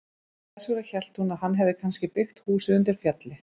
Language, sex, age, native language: Icelandic, female, 30-39, Icelandic